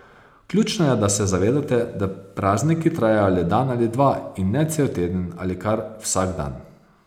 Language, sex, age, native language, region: Slovenian, male, 30-49, Slovenian, Posavska region